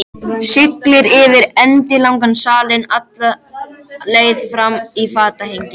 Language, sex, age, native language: Icelandic, male, 13, Icelandic